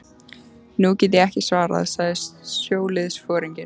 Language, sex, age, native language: Icelandic, female, 14, Icelandic